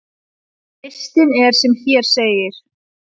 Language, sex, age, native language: Icelandic, female, 30-39, Icelandic